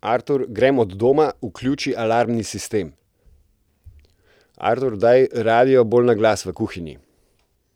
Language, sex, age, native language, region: Slovenian, male, 30-49, Slovenian, Central Slovenia